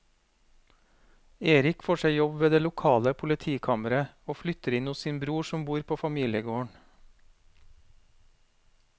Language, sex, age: Norwegian, male, 40